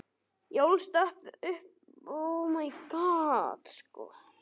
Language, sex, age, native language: Icelandic, male, 12, Icelandic